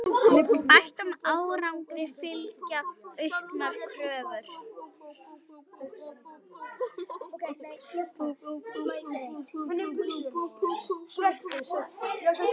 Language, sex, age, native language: Icelandic, female, 8, Icelandic